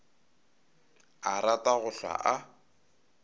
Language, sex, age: Northern Sotho, male, 22